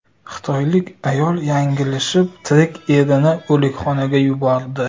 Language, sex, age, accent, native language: Uzbek, male, 25-34, Farg'ona, Uzbek